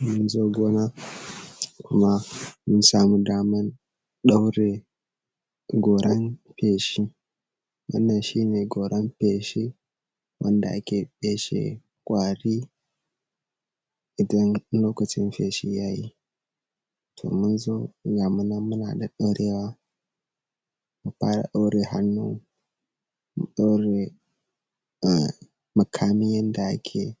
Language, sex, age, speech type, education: Hausa, male, 15-29, spontaneous, secondary